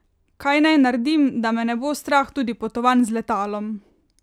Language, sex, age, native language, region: Slovenian, female, 18-29, Slovenian, Carinthia region